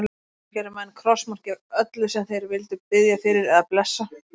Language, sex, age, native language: Icelandic, female, 30-39, Icelandic